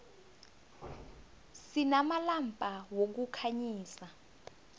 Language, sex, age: South Ndebele, female, 21